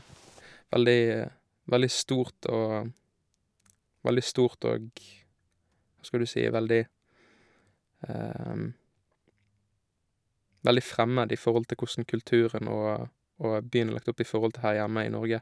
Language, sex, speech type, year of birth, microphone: Norwegian, male, spontaneous, 1987, Shure